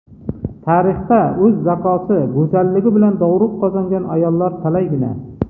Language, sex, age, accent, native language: Uzbek, male, 40-49, Jizzax, Uzbek